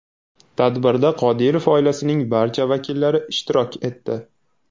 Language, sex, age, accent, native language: Uzbek, male, 18-24, Namangan, Uzbek